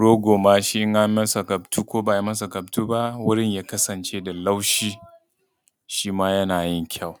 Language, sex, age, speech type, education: Hausa, male, 30-45, spontaneous, tertiary